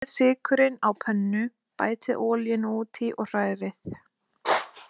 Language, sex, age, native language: Icelandic, female, 20-29, Icelandic